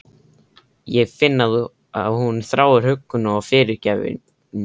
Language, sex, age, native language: Icelandic, male, 13, Icelandic